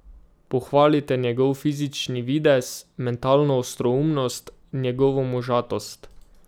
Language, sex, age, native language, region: Slovenian, male, 18-29, Slovenian, Drava region